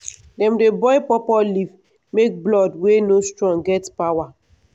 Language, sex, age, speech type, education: Nigerian Pidgin, female, 15-29, spontaneous, tertiary